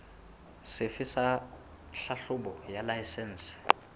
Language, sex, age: Southern Sotho, male, 22